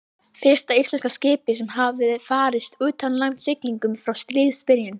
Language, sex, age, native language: Icelandic, female, 11, Icelandic